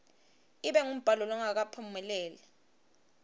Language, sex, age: Swati, female, 22